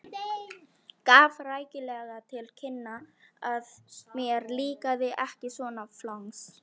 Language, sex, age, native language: Icelandic, female, 13, Icelandic